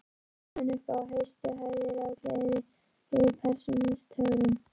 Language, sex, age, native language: Icelandic, female, 11, Icelandic